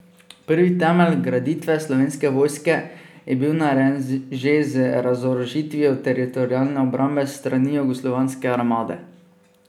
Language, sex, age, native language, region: Slovenian, male, 18-29, Slovenian, Drava region